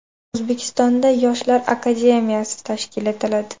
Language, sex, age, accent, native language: Uzbek, female, 18-24, Farg'ona, Uzbek